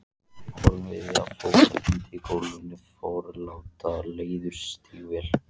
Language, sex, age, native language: Icelandic, male, 14, Icelandic